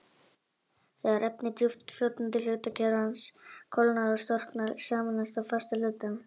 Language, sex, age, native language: Icelandic, male, 18-19, Icelandic